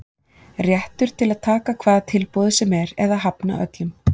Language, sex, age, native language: Icelandic, female, 40-49, Icelandic